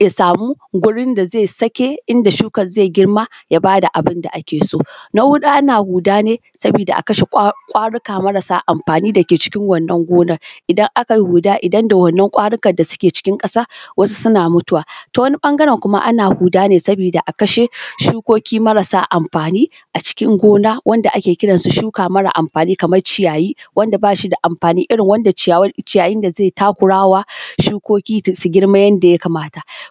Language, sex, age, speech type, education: Hausa, female, 15-29, spontaneous, tertiary